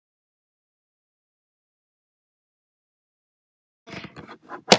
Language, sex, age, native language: Icelandic, female, 9, Icelandic